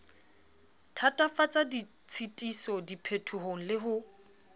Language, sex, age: Southern Sotho, female, 29